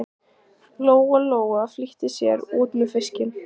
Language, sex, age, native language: Icelandic, female, 14, Icelandic